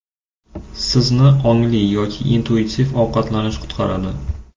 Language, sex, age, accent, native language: Uzbek, male, 18-24, Andijon, Uzbek